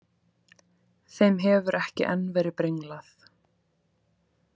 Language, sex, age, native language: Icelandic, female, 20-29, Icelandic